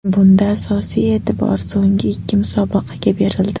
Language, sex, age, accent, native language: Uzbek, female, 18-24, Namangan, Uzbek